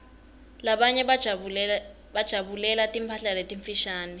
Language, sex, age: Swati, female, 21